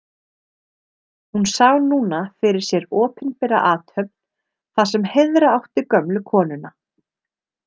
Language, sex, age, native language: Icelandic, female, 30-39, Icelandic